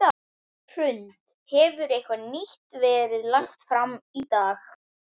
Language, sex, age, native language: Icelandic, female, 11, Icelandic